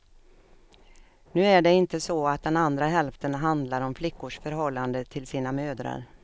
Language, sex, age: Swedish, female, 56